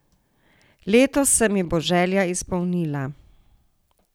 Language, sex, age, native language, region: Slovenian, female, 60+, Slovenian, Savinja region